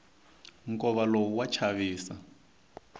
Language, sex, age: Tsonga, male, 22